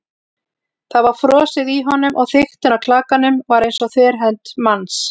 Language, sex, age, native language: Icelandic, female, 40-49, Icelandic